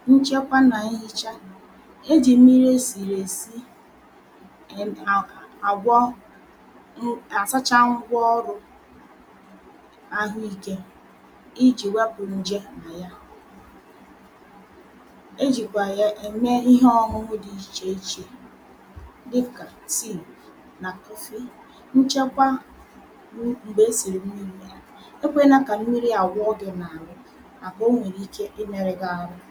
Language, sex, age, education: Igbo, female, 30-45, primary